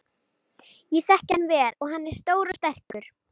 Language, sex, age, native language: Icelandic, female, 30-39, Icelandic